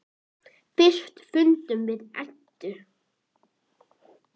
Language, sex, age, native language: Icelandic, female, 8, Icelandic